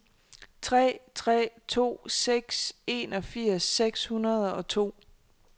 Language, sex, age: Danish, female, 26